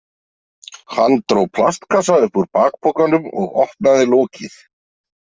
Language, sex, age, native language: Icelandic, male, 40-49, Icelandic